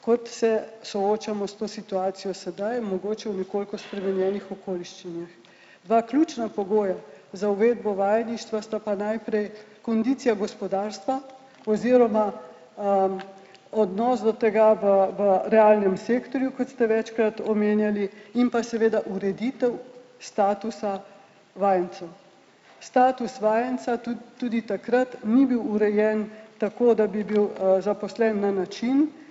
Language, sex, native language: Slovenian, male, Slovenian